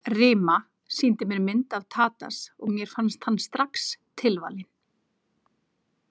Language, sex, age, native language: Icelandic, female, 40-49, Icelandic